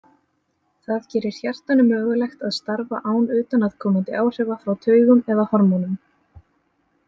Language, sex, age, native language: Icelandic, female, 30-39, Icelandic